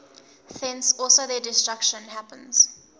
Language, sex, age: English, female, 19